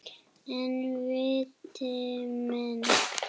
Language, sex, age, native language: Icelandic, female, 8, Icelandic